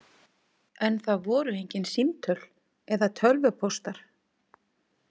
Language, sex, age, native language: Icelandic, female, 40-49, Icelandic